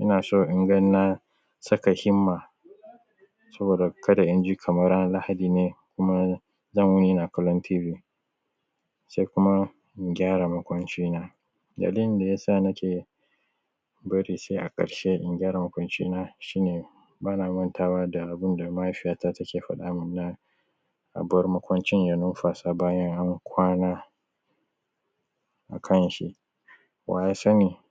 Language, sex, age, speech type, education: Hausa, male, 30-45, spontaneous, primary